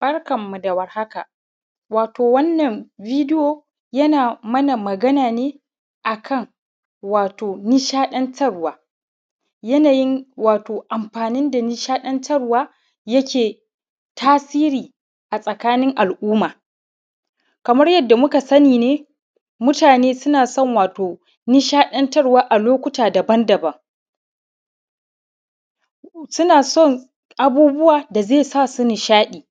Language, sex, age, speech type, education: Hausa, male, 30-45, spontaneous, primary